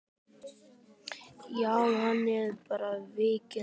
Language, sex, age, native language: Icelandic, male, 10, Icelandic